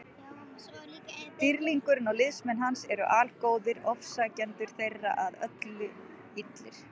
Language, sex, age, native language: Icelandic, female, 40-49, Icelandic